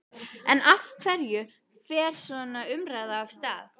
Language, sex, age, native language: Icelandic, female, 12, Icelandic